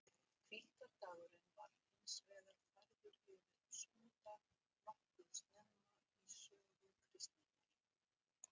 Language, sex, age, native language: Icelandic, female, 60-69, Icelandic